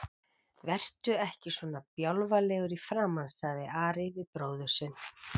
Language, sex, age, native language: Icelandic, female, 40-49, Icelandic